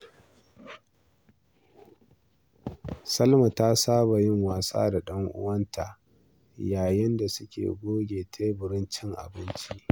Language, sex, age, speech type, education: Hausa, male, 46-60, read, primary